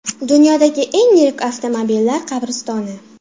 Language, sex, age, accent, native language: Uzbek, female, under 19, Farg'ona, Uzbek